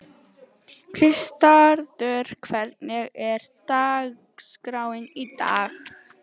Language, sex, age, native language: Icelandic, female, 18-19, Icelandic